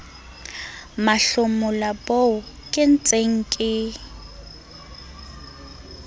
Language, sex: Southern Sotho, female